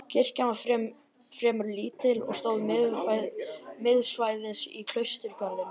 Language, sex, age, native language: Icelandic, male, 12, Icelandic